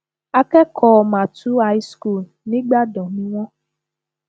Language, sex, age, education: Yoruba, female, 15-29, tertiary